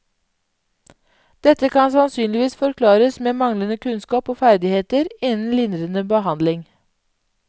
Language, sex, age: Norwegian, female, 31